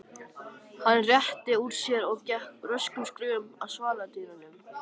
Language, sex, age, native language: Icelandic, male, 13, Icelandic